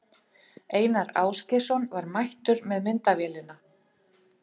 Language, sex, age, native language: Icelandic, female, 50-59, Icelandic